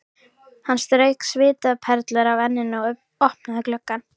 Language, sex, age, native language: Icelandic, female, 13, Icelandic